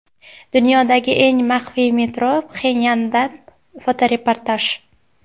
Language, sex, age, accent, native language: Uzbek, female, 19-29, Andijon, Uzbek